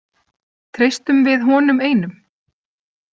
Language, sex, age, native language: Icelandic, female, 30-39, Icelandic